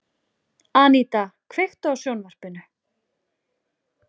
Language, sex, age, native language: Icelandic, female, 40-49, Icelandic